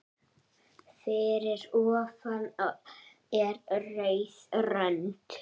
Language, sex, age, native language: Icelandic, male, 7, Icelandic